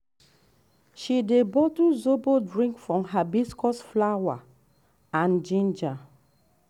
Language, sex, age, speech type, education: Nigerian Pidgin, female, 30-45, spontaneous, tertiary